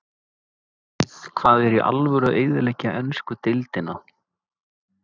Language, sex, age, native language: Icelandic, male, 30-39, Icelandic